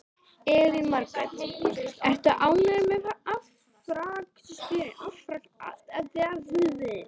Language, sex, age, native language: Icelandic, female, 13, Icelandic